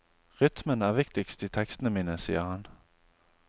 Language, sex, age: Norwegian, male, 28